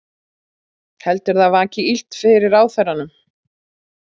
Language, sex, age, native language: Icelandic, female, 40-49, Icelandic